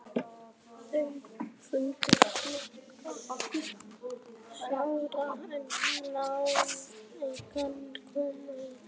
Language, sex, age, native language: Icelandic, male, 11, Icelandic